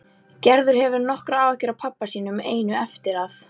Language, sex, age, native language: Icelandic, female, 11, Icelandic